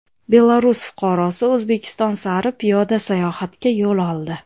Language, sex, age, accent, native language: Uzbek, female, 30-39, Andijon, Uzbek